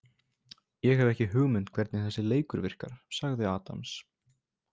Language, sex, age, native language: Icelandic, male, 20-29, Icelandic